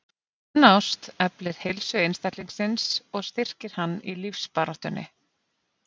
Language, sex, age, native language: Icelandic, female, 50-59, Icelandic